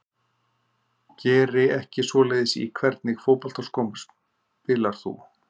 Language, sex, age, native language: Icelandic, male, 50-59, Icelandic